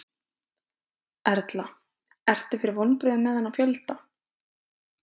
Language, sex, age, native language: Icelandic, female, 20-29, Icelandic